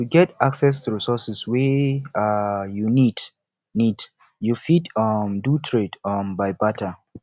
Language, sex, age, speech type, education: Nigerian Pidgin, male, 15-29, spontaneous, tertiary